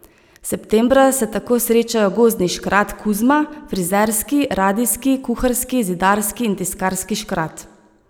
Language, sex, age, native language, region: Slovenian, female, 30-49, Slovenian, Savinja region